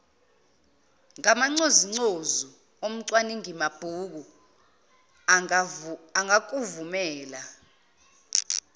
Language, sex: Zulu, female